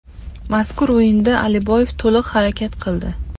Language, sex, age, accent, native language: Uzbek, female, 35+, Qashqadaryo, Uzbek